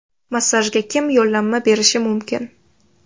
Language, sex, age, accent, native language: Uzbek, female, under 19, Toshkent shahri, Uzbek